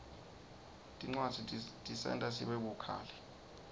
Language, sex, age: Swati, male, 20